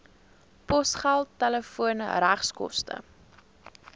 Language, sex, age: Afrikaans, female, 19